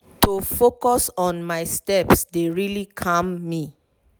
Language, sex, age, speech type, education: Nigerian Pidgin, female, 30-45, spontaneous, tertiary